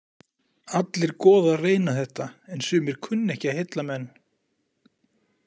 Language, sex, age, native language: Icelandic, male, 40-49, Icelandic